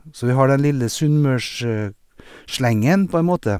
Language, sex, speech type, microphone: Norwegian, male, spontaneous, Sennheiser